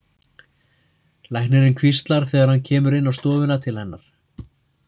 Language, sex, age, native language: Icelandic, male, 30-39, Icelandic